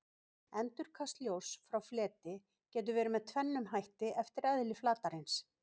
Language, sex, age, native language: Icelandic, female, 50-59, Icelandic